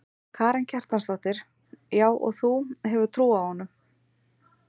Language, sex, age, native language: Icelandic, female, 40-49, Icelandic